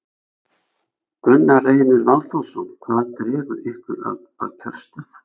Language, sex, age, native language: Icelandic, male, 60-69, Icelandic